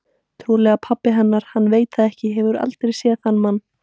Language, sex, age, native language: Icelandic, female, 18-19, Icelandic